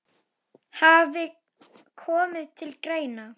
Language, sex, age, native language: Icelandic, female, 10, Icelandic